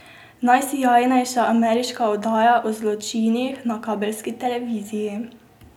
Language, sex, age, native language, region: Slovenian, female, 18-29, Slovenian, Drava region